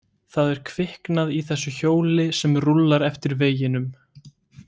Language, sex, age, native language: Icelandic, male, 18-19, Icelandic